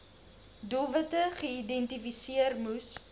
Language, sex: Afrikaans, female